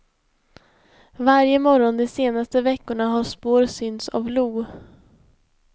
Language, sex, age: Swedish, female, 20